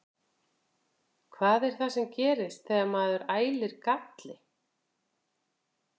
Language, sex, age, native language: Icelandic, female, 50-59, Icelandic